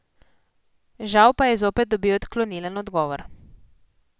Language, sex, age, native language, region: Slovenian, female, 18-29, Slovenian, Posavska region